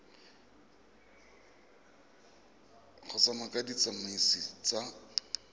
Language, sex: Tswana, male